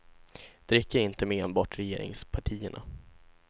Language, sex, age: Swedish, male, 16